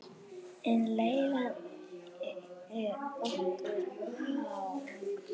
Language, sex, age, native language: Icelandic, female, 9, Icelandic